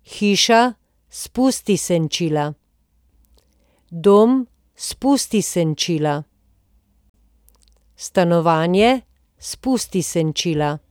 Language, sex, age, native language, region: Slovenian, female, 50-59, Slovenian, Posavska region